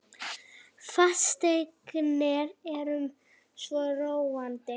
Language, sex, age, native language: Icelandic, female, 18-19, Icelandic